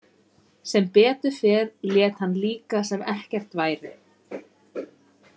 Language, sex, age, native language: Icelandic, female, 30-39, Icelandic